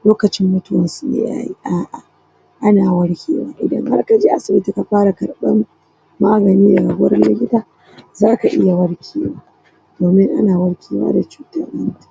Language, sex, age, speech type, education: Hausa, female, 30-45, spontaneous, tertiary